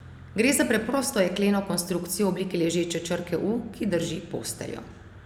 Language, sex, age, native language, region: Slovenian, female, 30-49, Slovenian, Savinja region